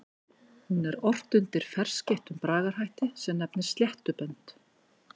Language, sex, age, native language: Icelandic, female, 50-59, Icelandic